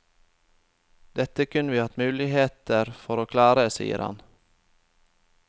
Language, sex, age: Norwegian, male, 25